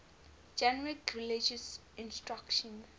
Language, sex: English, female